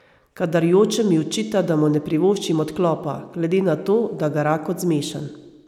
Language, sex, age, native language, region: Slovenian, female, 30-49, Slovenian, Savinja region